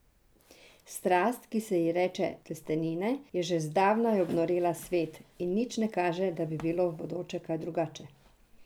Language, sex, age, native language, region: Slovenian, female, 60+, Serbian, Drava region